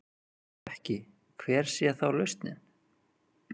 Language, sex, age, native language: Icelandic, male, 30-39, Icelandic